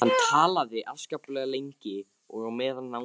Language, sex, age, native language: Icelandic, male, 15, Icelandic